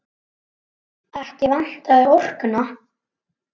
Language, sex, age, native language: Icelandic, male, 9, Icelandic